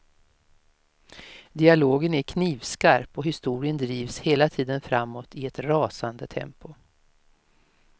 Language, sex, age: Swedish, female, 56